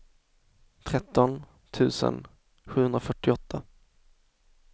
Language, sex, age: Swedish, male, 24